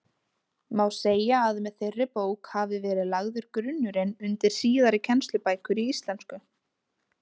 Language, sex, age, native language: Icelandic, female, 20-29, Icelandic